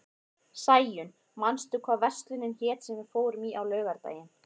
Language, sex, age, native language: Icelandic, female, 30-39, Icelandic